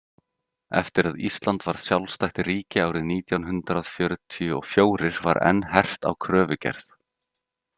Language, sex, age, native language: Icelandic, male, 30-39, Icelandic